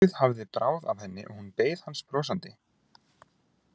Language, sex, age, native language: Icelandic, male, 20-29, Icelandic